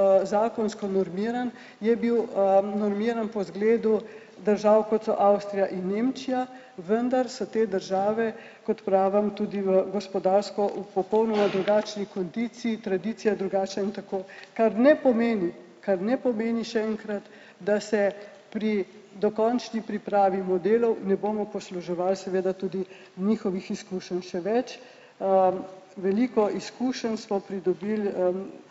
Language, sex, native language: Slovenian, male, Slovenian